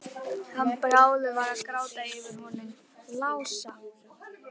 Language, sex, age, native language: Icelandic, other, 12, Icelandic